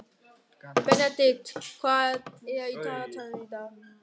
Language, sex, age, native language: Icelandic, male, 13, German